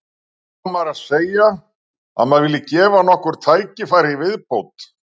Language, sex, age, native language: Icelandic, male, 60-69, Icelandic